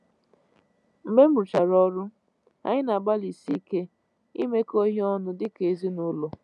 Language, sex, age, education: Igbo, female, 15-29, tertiary